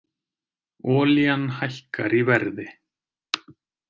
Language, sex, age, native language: Icelandic, male, 30-39, Icelandic